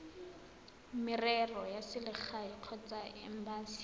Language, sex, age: Tswana, female, 18